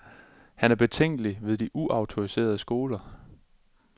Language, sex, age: Danish, male, 27